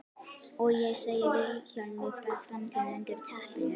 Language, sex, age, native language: Icelandic, female, 11, Icelandic